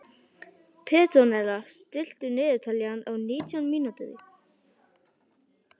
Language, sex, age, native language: Icelandic, female, 11, Icelandic